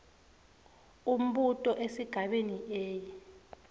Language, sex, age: Swati, female, 21